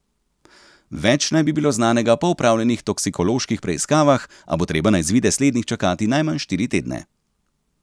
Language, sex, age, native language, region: Slovenian, male, 30-49, Slovenian, Central Slovenia